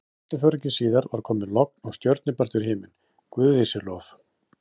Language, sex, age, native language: Icelandic, male, 40-49, Icelandic